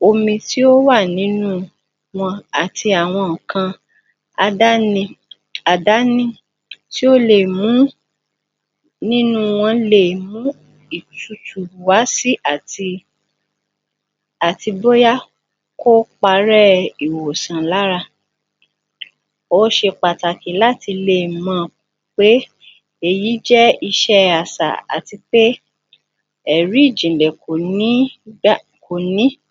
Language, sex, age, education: Yoruba, female, 46-60, tertiary